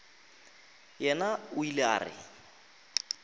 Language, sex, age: Northern Sotho, male, 23